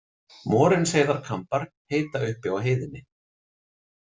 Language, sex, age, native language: Icelandic, male, 40-49, Icelandic